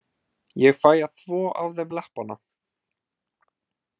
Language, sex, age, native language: Icelandic, male, 20-29, Icelandic